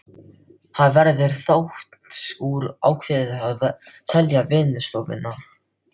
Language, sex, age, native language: Icelandic, male, 12, Filipino